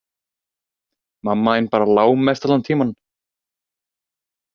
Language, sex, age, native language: Icelandic, male, 18-19, Icelandic